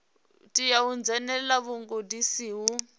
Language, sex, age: Venda, female, 28